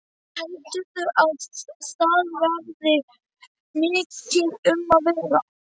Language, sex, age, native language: Icelandic, male, 12, Icelandic